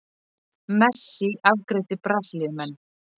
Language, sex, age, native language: Icelandic, female, 40-49, Icelandic